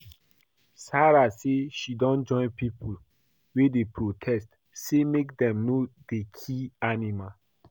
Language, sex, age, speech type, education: Nigerian Pidgin, male, 15-29, read, primary